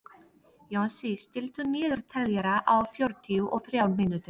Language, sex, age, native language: Icelandic, female, 30-39, Polish